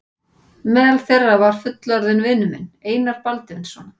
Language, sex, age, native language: Icelandic, female, 40-49, Icelandic